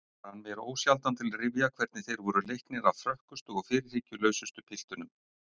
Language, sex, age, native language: Icelandic, male, 60-69, Icelandic